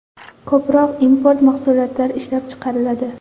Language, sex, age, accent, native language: Uzbek, female, 18-24, Qoraqalpog'iston, Karakalpak